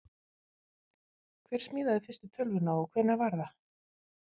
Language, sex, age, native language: Icelandic, female, 50-59, Icelandic